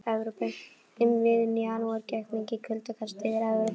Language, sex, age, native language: Icelandic, female, 11, Icelandic